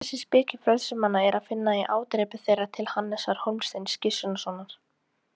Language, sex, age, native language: Icelandic, female, 18-19, Icelandic